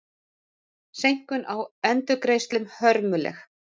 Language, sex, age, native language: Icelandic, male, 40-49, Icelandic